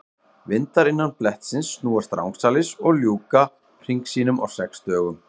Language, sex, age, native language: Icelandic, male, 40-49, Icelandic